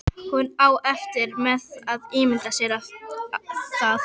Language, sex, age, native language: Icelandic, female, 11, Icelandic